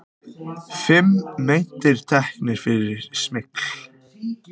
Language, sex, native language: Icelandic, other, Icelandic